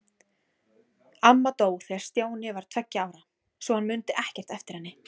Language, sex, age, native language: Icelandic, female, 17, Icelandic